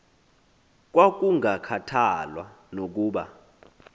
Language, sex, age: Xhosa, male, 20